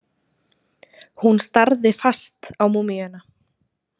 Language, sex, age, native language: Icelandic, female, 20-29, Icelandic